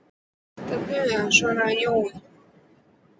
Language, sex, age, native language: Icelandic, male, 12, Icelandic